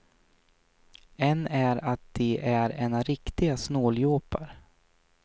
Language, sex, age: Swedish, male, 23